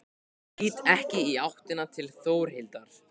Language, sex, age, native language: Icelandic, male, 15, Icelandic